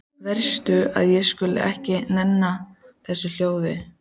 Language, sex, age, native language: Icelandic, female, 14, Icelandic